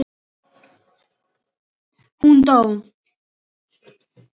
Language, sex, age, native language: Icelandic, female, 8, Filipino